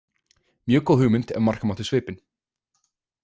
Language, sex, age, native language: Icelandic, male, 20-29, Icelandic